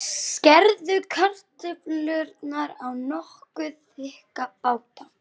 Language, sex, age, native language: Icelandic, female, 11, Icelandic